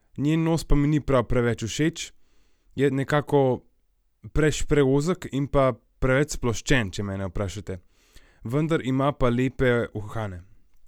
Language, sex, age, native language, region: Slovenian, male, 18-29, Slovenian, Gorenjska region